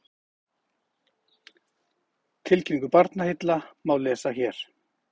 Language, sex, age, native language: Icelandic, male, 40-49, Icelandic